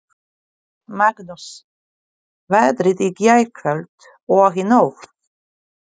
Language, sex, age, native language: Icelandic, female, 40-49, Polish